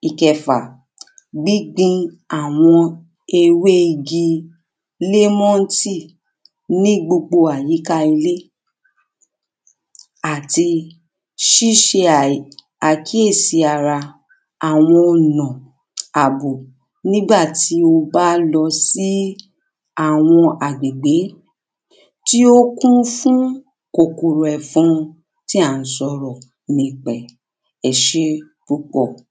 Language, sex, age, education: Yoruba, female, 30-45, primary